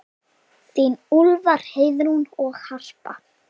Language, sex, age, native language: Icelandic, female, 7, Icelandic